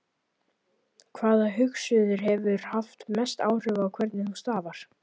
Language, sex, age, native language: Icelandic, male, 11, Icelandic